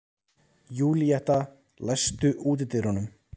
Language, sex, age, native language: Icelandic, male, 30-39, Icelandic